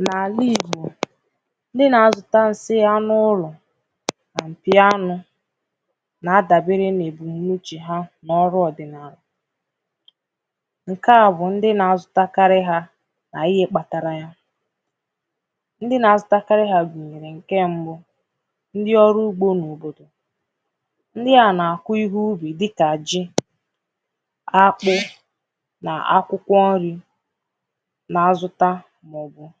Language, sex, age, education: Igbo, female, 15-29, tertiary